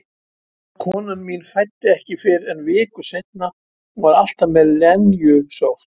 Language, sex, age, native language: Icelandic, male, 70-79, Icelandic